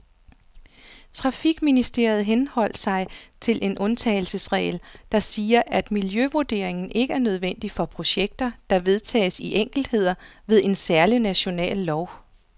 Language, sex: Danish, female